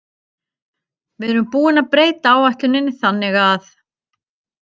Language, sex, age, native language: Icelandic, female, 50-59, Icelandic